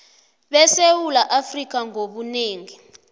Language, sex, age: South Ndebele, female, 29